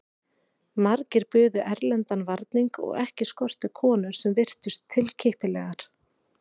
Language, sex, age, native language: Icelandic, female, 40-49, Icelandic